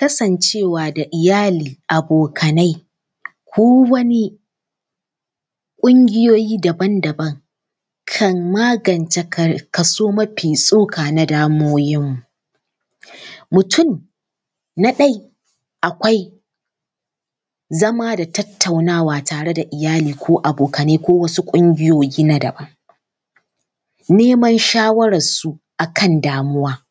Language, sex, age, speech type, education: Hausa, female, 15-29, spontaneous, tertiary